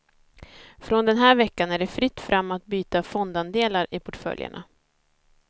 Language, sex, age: Swedish, female, 30